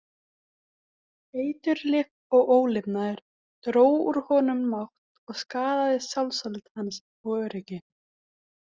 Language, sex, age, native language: Icelandic, female, 18-19, Icelandic